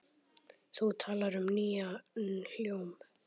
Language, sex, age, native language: Icelandic, male, 10, Icelandic